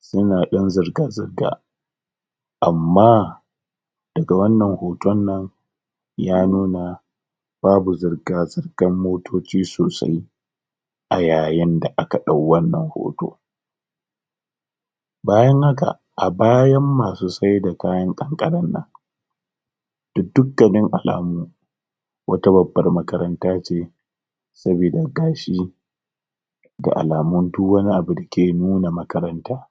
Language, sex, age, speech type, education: Hausa, male, 30-45, spontaneous, tertiary